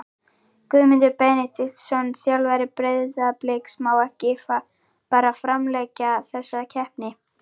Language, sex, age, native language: Icelandic, female, 11, Icelandic